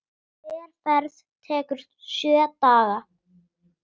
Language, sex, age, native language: Icelandic, female, 8, Icelandic